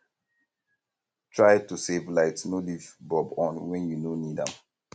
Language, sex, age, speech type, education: Nigerian Pidgin, male, 15-29, spontaneous, tertiary